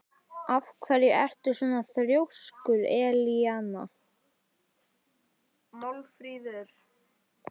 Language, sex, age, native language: Icelandic, male, 11, Icelandic